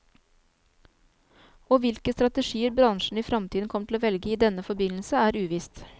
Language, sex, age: Norwegian, female, 29